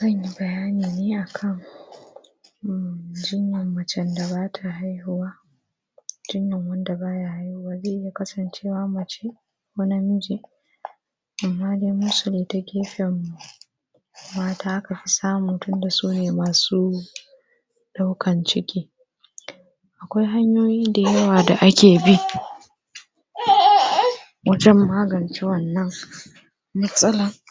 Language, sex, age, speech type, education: Hausa, female, 15-29, spontaneous, primary